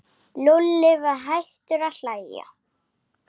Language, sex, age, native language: Icelandic, female, 7, Icelandic